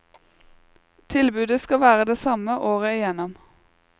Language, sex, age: Norwegian, female, 21